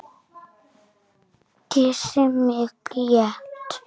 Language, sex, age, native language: Icelandic, female, 6, Icelandic